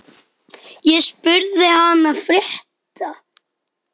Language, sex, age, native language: Icelandic, male, 10, Icelandic